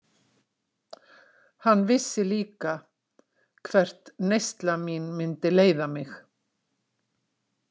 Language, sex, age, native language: Icelandic, female, 60-69, Icelandic